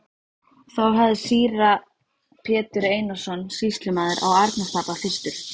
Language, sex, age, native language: Icelandic, female, 13, Icelandic